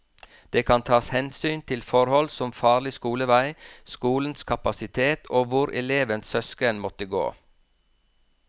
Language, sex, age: Norwegian, male, 46